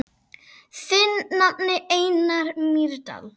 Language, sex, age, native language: Icelandic, female, 10, Icelandic